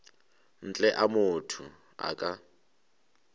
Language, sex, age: Northern Sotho, male, 23